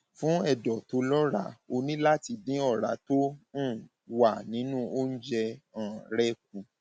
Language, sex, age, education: Yoruba, male, 30-45, tertiary